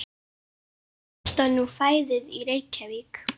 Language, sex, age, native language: Icelandic, female, 15, Icelandic